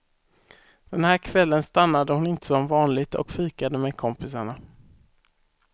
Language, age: Swedish, 18